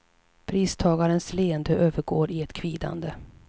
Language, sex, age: Swedish, female, 37